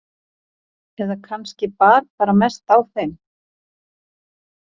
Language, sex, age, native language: Icelandic, female, 40-49, Icelandic